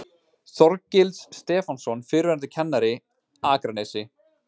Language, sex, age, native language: Icelandic, male, 20-29, Icelandic